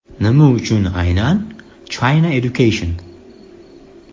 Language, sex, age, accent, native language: Uzbek, male, 18-24, Surxondaryo, Uzbek